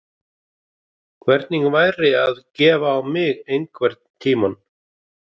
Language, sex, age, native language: Icelandic, male, 50-59, Icelandic